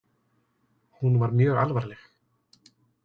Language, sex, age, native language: Icelandic, male, 30-39, Icelandic